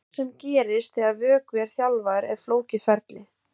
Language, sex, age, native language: Icelandic, female, 20-29, Icelandic